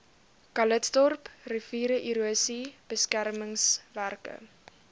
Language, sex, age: Afrikaans, female, 19